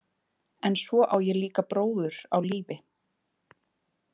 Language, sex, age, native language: Icelandic, female, 20-29, Icelandic